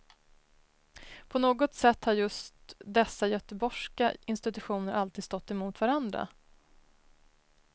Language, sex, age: Swedish, female, 33